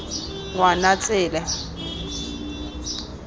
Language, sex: Tswana, female